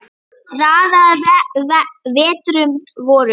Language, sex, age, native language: Icelandic, female, 9, Icelandic